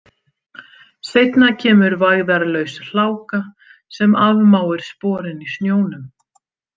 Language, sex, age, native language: Icelandic, female, 50-59, Icelandic